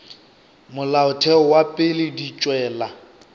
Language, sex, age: Northern Sotho, male, 25